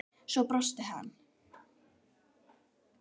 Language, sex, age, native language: Icelandic, female, 9, Icelandic